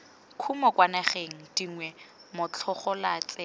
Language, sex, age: Tswana, female, 21